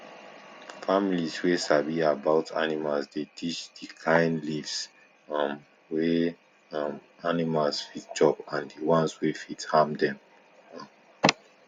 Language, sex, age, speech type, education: Nigerian Pidgin, male, 15-29, spontaneous, tertiary